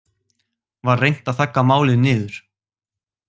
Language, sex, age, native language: Icelandic, male, 18-19, Icelandic